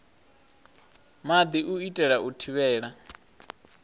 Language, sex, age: Venda, male, 23